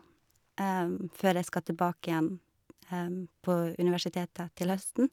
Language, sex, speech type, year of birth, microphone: Norwegian, female, spontaneous, 1985, Shure